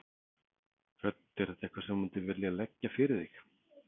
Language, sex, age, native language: Icelandic, male, 40-49, Icelandic